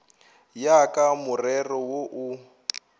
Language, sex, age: Northern Sotho, male, 24